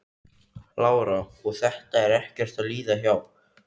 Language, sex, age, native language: Icelandic, male, 15, Icelandic